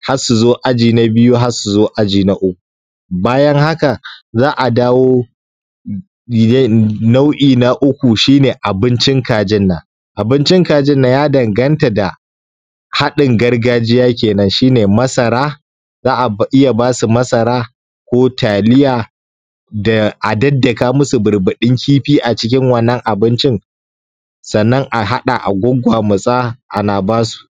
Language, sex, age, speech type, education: Hausa, male, 15-29, spontaneous, tertiary